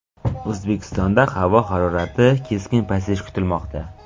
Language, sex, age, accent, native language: Uzbek, male, 18-24, Navoiy, Uzbek